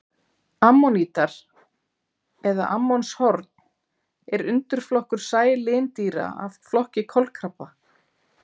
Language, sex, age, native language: Icelandic, female, 40-49, Icelandic